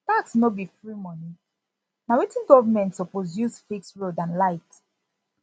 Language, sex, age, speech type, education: Nigerian Pidgin, female, 15-29, spontaneous, tertiary